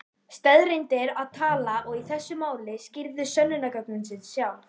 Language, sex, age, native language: Icelandic, female, 11, Icelandic